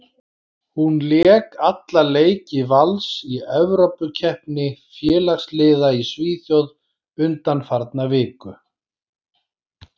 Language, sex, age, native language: Icelandic, male, 40-49, Icelandic